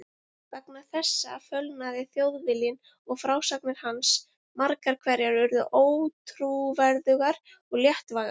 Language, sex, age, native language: Icelandic, female, 20-29, Icelandic